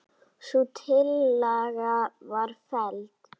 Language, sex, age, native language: Icelandic, female, 8, Icelandic